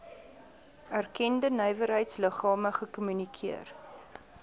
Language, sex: Afrikaans, female